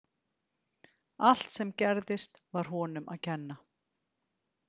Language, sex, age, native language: Icelandic, female, 50-59, Icelandic